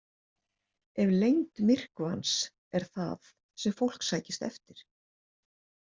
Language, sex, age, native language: Icelandic, female, 60-69, Icelandic